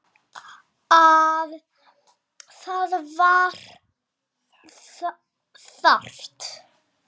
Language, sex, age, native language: Icelandic, male, 6, Icelandic